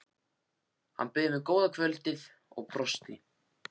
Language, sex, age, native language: Icelandic, male, 14, Icelandic